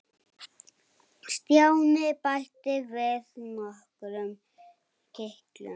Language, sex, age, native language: Icelandic, male, 7, Icelandic